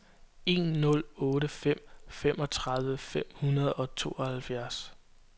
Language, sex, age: Danish, male, 22